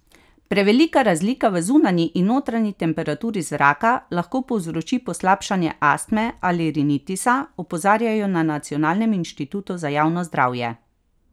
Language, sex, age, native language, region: Slovenian, female, 30-49, Slovenian, Carinthia region